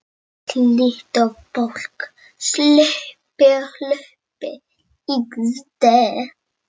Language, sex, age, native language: Icelandic, female, 18-19, Icelandic